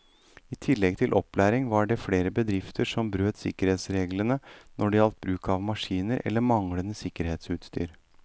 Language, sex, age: Norwegian, male, 38